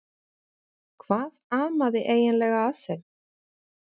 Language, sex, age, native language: Icelandic, female, 40-49, Icelandic